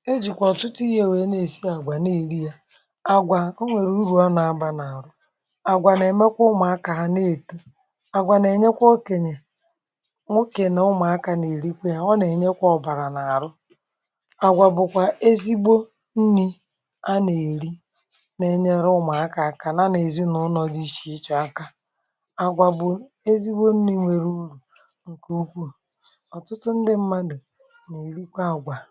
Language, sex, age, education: Igbo, female, 46-60, tertiary